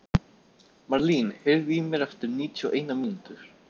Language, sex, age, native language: Icelandic, male, 13, Icelandic